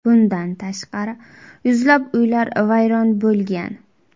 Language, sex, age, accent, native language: Uzbek, female, 18-24, Buxoro, Uzbek